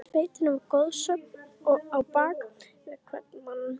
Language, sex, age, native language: Icelandic, female, 11, Icelandic